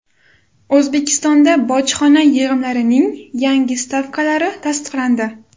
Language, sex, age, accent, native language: Uzbek, female, under 19, Toshkent shahri, Uzbek